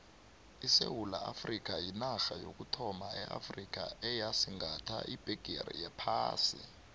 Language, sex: South Ndebele, male